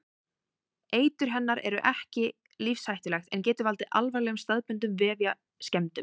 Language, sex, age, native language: Icelandic, female, 18-19, Icelandic